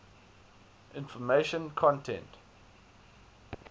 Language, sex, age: English, male, 19